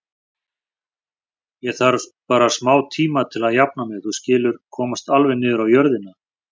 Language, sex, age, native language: Icelandic, male, 40-49, Icelandic